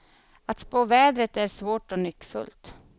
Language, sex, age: Swedish, female, 31